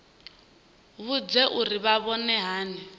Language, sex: Venda, female